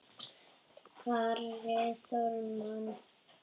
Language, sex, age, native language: Icelandic, female, 8, Icelandic